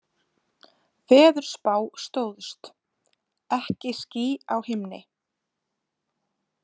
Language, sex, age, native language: Icelandic, female, 20-29, Icelandic